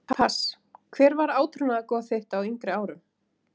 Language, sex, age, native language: Icelandic, female, 30-39, Icelandic